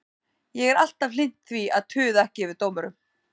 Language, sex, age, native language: Icelandic, female, 30-39, Icelandic